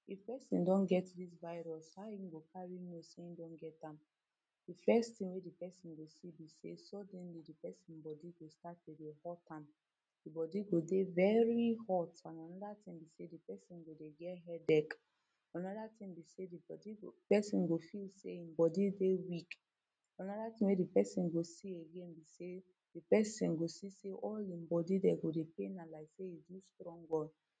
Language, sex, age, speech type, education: Nigerian Pidgin, female, 30-45, spontaneous, tertiary